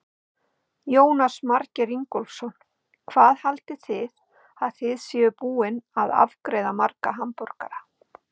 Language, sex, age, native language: Icelandic, female, 50-59, Icelandic